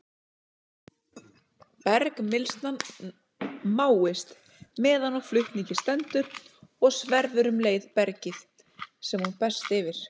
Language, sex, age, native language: Icelandic, female, 30-39, Icelandic